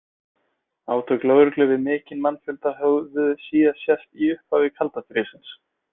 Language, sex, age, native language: Icelandic, male, 20-29, Icelandic